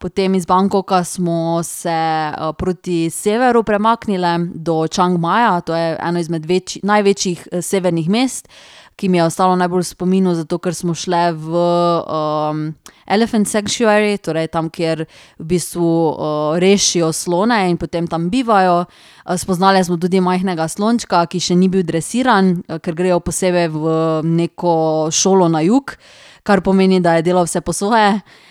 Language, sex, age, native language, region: Slovenian, female, 30-49, Slovenian, Drava region